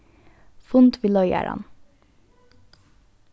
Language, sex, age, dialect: Faroese, female, 15-35, Norðurstreymoy/Eysturoy